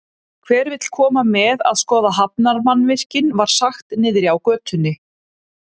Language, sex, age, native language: Icelandic, female, 30-39, Icelandic